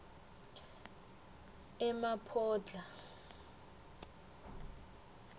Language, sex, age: South Ndebele, female, 21